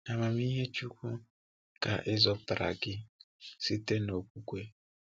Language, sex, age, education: Igbo, male, 15-29, tertiary